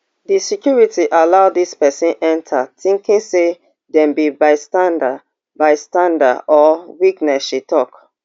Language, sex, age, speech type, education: Nigerian Pidgin, female, 30-45, spontaneous, tertiary